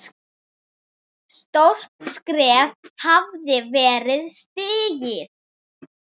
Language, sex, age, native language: Icelandic, female, 7, Icelandic